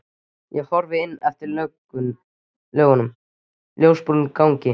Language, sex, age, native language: Icelandic, male, 13, Icelandic